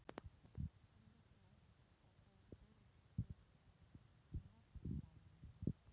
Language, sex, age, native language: Icelandic, female, 40-49, Polish